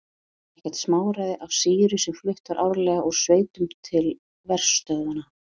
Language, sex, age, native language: Icelandic, female, 30-39, Icelandic